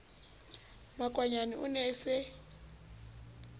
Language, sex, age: Southern Sotho, female, 29